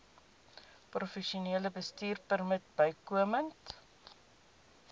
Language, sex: Afrikaans, female